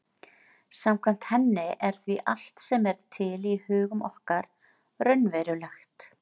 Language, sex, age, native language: Icelandic, female, 40-49, Icelandic